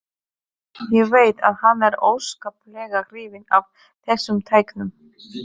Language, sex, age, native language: Icelandic, female, 30-39, Polish